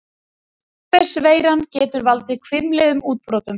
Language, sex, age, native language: Icelandic, female, 30-39, Icelandic